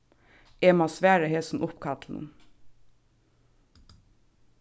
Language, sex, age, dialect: Faroese, female, 15-35, Suðurstreymoy